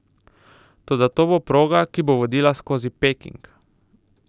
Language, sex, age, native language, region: Slovenian, male, 18-29, Slovenian, Southeast Slovenia